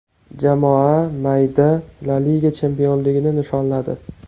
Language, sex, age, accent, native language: Uzbek, male, 18-24, Farg'ona, Uzbek